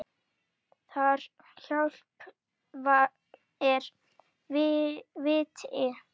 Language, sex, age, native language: Icelandic, female, 9, Icelandic